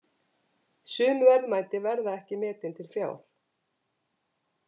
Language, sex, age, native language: Icelandic, female, 50-59, Icelandic